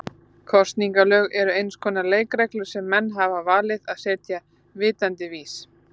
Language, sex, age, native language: Icelandic, female, 30-39, Icelandic